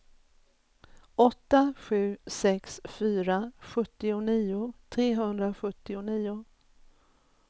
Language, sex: Swedish, female